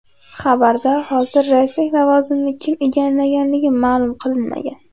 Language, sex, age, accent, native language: Uzbek, female, under 19, Navoiy, Uzbek